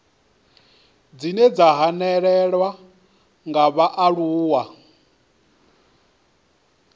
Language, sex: Venda, male